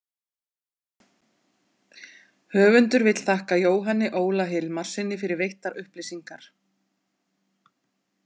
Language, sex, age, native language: Icelandic, female, 40-49, Icelandic